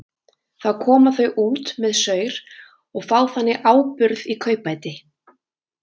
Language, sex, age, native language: Icelandic, female, 20-29, Icelandic